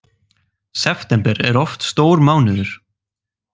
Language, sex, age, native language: Icelandic, male, 18-19, Icelandic